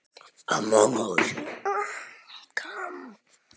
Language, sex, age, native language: Icelandic, male, 10, Icelandic